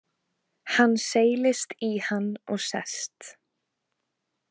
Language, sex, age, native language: Icelandic, female, 20-29, Icelandic